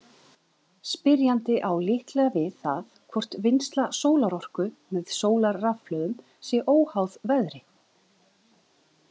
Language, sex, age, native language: Icelandic, female, 30-39, Icelandic